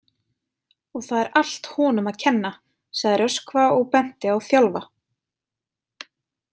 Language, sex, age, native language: Icelandic, female, 20-29, Icelandic